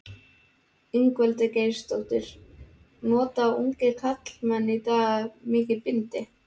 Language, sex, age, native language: Icelandic, male, 12, Icelandic